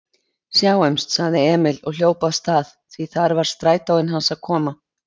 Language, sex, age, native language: Icelandic, female, 50-59, Icelandic